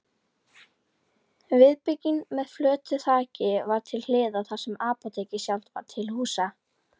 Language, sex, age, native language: Icelandic, female, 40-49, Icelandic